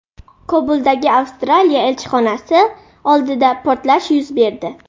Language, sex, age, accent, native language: Uzbek, female, 12-17, Buxoro, Uzbek